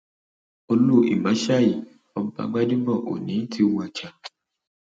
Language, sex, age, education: Yoruba, male, 30-45, secondary